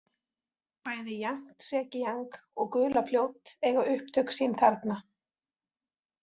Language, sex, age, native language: Icelandic, female, 40-49, Icelandic